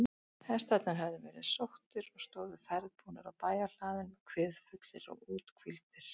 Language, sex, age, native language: Icelandic, female, 60-69, Icelandic